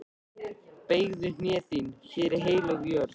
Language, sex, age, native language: Icelandic, male, 13, Icelandic